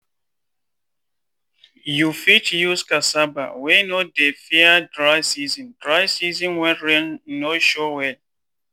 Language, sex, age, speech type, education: Nigerian Pidgin, male, 15-29, spontaneous, tertiary